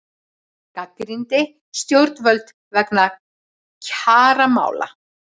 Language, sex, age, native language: Icelandic, female, 40-49, Icelandic